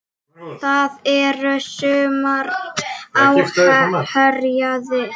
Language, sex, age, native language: Icelandic, female, 7, Icelandic